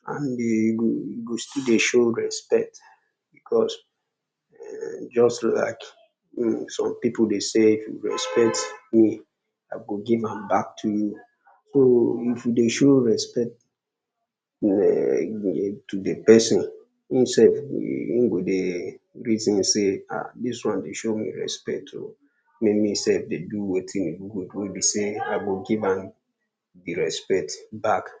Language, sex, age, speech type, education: Nigerian Pidgin, male, 15-29, spontaneous, secondary